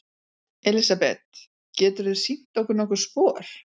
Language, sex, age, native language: Icelandic, female, 40-49, Icelandic